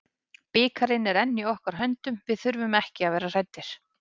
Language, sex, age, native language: Icelandic, female, 30-39, Icelandic